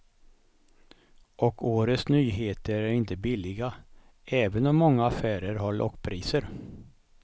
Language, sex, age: Swedish, male, 55